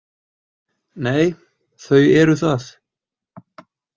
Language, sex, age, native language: Icelandic, male, 20-29, Icelandic